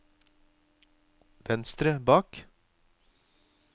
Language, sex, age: Norwegian, male, 36